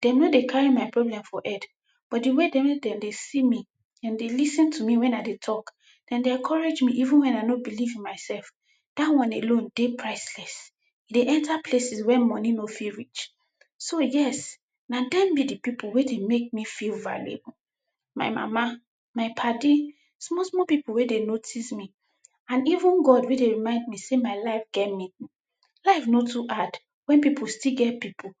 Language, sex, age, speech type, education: Nigerian Pidgin, female, 15-29, spontaneous, tertiary